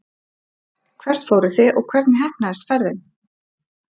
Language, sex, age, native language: Icelandic, female, 30-39, Icelandic